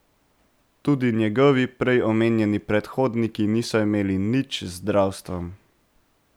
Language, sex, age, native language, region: Slovenian, male, 18-29, Slovenian, Central Slovenia